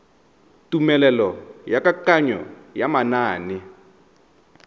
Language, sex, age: Tswana, male, 31